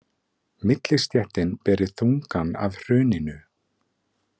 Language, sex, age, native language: Icelandic, male, 20-29, Icelandic